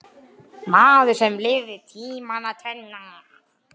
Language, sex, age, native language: Icelandic, male, 10, Icelandic